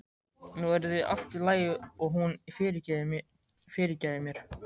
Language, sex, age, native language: Icelandic, male, 13, Icelandic